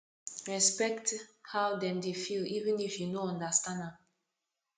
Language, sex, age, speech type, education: Nigerian Pidgin, female, 15-29, spontaneous, tertiary